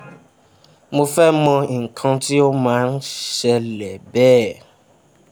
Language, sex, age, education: Yoruba, male, 15-29, tertiary